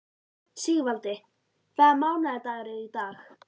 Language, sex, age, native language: Icelandic, female, 11, Icelandic